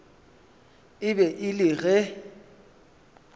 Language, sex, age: Northern Sotho, male, 23